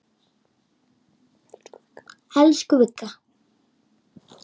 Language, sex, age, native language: Icelandic, male, 6, Icelandic